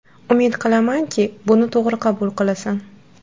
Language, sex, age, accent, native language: Uzbek, female, 18-24, Qashqadaryo, Uzbek